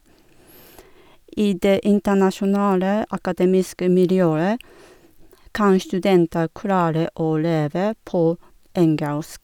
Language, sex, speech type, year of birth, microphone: Norwegian, female, spontaneous, 1978, Sennheiser